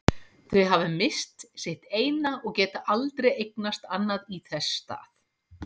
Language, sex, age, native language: Icelandic, female, 50-59, Icelandic